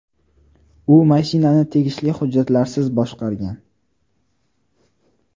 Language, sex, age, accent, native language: Uzbek, male, 18-24, Toshkent viloyati, Uzbek